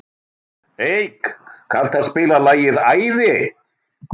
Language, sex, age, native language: Icelandic, male, 60-69, Icelandic